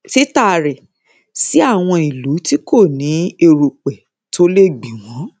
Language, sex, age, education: Yoruba, female, 30-45, secondary